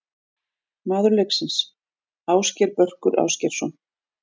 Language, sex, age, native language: Icelandic, female, 40-49, Icelandic